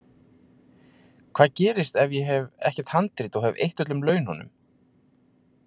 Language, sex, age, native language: Icelandic, male, 30-39, Icelandic